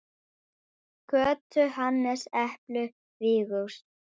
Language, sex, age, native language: Icelandic, female, 10, Icelandic